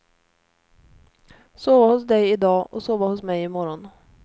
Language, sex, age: Swedish, female, 29